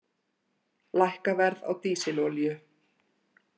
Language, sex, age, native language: Icelandic, female, 40-49, Icelandic